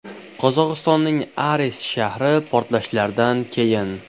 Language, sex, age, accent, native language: Uzbek, male, 12-17, Andijon, Uzbek